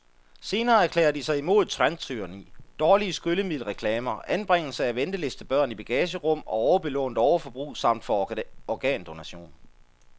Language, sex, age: Danish, male, 33